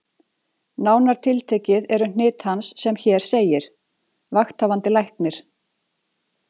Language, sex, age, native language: Icelandic, female, 40-49, Icelandic